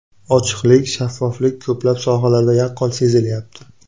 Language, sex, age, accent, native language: Uzbek, male, 25-34, Navoiy, Uzbek